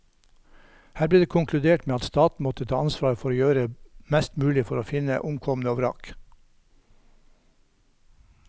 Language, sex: Norwegian, male